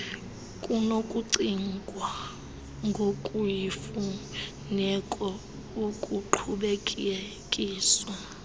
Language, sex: Xhosa, female